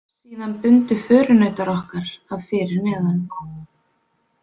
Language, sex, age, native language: Icelandic, female, 20-29, Icelandic